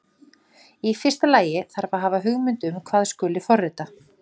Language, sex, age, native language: Icelandic, female, 40-49, Icelandic